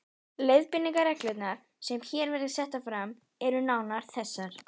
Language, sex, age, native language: Icelandic, female, 12, Icelandic